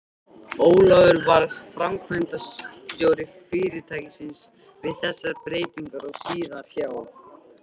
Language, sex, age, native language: Icelandic, male, 13, Icelandic